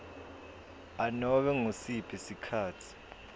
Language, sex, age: Swati, male, 22